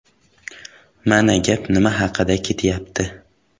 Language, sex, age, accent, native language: Uzbek, male, 18-24, Samarqand, Uzbek